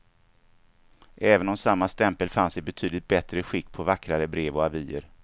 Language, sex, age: Swedish, male, 49